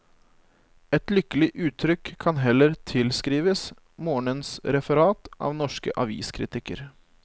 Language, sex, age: Norwegian, male, 25